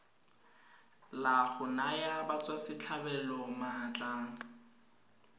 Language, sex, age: Tswana, female, 22